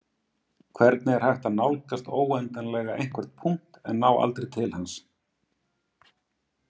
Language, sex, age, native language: Icelandic, male, 50-59, Icelandic